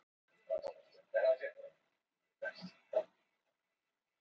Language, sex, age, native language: Icelandic, female, 18-19, Icelandic